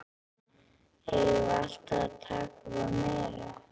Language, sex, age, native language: Icelandic, female, 11, Icelandic